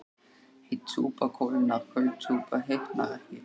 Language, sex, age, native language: Icelandic, male, 13, Icelandic